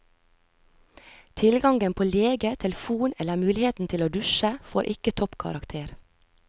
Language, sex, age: Norwegian, female, 36